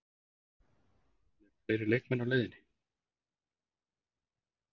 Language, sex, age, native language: Icelandic, male, 40-49, Icelandic